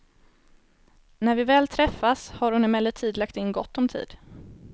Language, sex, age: Swedish, female, 18